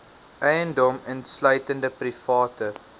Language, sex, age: Afrikaans, male, 19